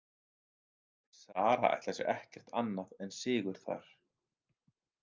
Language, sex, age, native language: Icelandic, male, 30-39, Icelandic